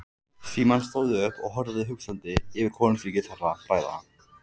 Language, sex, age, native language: Icelandic, male, 14, Icelandic